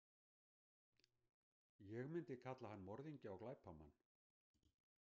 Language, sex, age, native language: Icelandic, male, 60-69, Icelandic